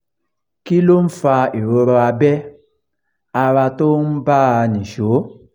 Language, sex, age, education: Yoruba, male, 46-60, tertiary